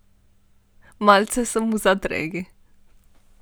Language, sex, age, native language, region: Slovenian, female, 18-29, Slovenian, Primorsko-notranjska region